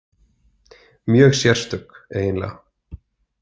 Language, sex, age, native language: Icelandic, male, 30-39, Icelandic